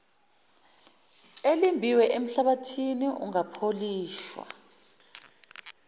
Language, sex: Zulu, female